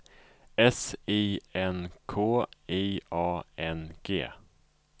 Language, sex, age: Swedish, male, 34